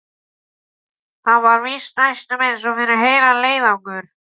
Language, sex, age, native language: Icelandic, male, 12, Icelandic